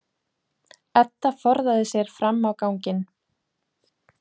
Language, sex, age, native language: Icelandic, female, 20-29, Icelandic